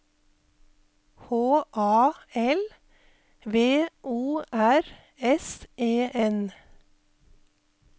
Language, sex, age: Norwegian, female, 48